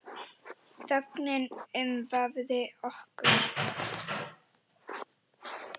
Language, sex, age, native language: Icelandic, female, 10, Icelandic